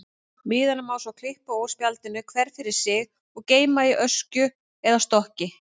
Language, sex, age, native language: Icelandic, female, 30-39, Icelandic